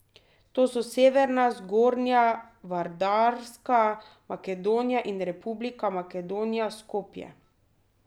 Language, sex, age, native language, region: Slovenian, female, 30-49, Slovenian, Drava region